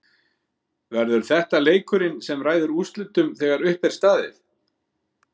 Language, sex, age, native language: Icelandic, male, 50-59, Icelandic